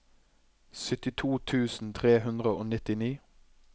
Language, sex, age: Norwegian, male, 21